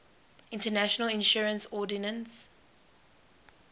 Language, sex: English, female